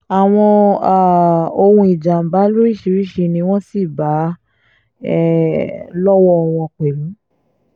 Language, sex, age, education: Yoruba, female, 15-29, tertiary